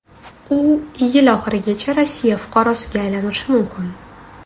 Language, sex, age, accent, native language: Uzbek, female, 25-34, Toshkent shahri, Uzbek